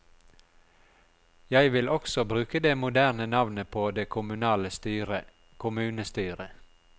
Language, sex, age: Norwegian, male, 42